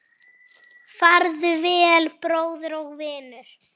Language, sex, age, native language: Icelandic, female, 9, Icelandic